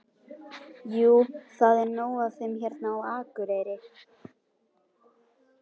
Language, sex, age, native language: Icelandic, female, 11, Icelandic